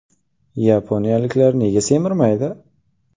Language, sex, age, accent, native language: Uzbek, male, 18-24, Qashqadaryo, Uzbek